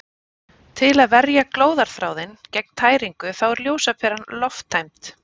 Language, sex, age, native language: Icelandic, female, 30-39, Icelandic